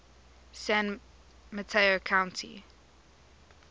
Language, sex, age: English, female, 24